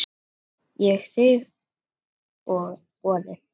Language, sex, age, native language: Icelandic, female, 9, Icelandic